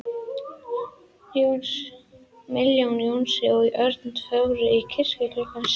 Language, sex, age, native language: Icelandic, female, 11, Icelandic